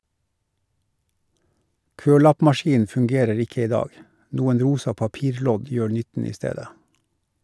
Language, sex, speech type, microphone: Norwegian, male, read, Shure